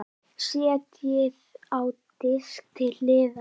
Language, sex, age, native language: Icelandic, male, 10, Icelandic